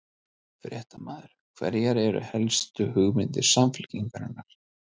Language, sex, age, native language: Icelandic, male, 30-39, Icelandic